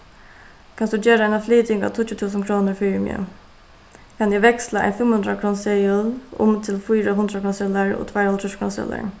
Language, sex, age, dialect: Faroese, female, 15-35, Suðuroy